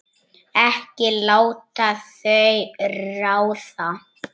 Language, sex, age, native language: Icelandic, male, 9, Icelandic